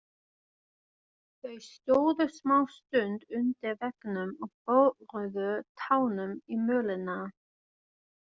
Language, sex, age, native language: Icelandic, female, 20-29, German